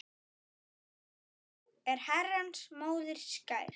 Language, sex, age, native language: Icelandic, male, 9, Icelandic